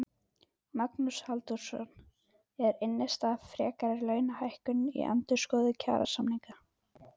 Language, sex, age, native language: Icelandic, female, 12, Icelandic